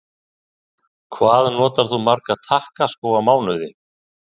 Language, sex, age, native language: Icelandic, male, 60-69, Icelandic